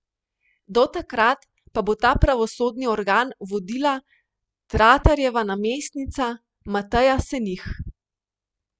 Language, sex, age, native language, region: Slovenian, female, 30-49, Slovenian, Primorsko-notranjska region